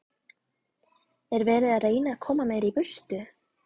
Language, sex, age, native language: Icelandic, female, 11, Icelandic